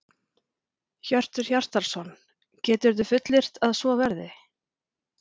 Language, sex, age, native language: Icelandic, female, 40-49, Icelandic